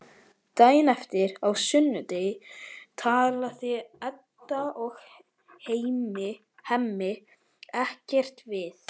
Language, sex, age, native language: Icelandic, male, 12, Icelandic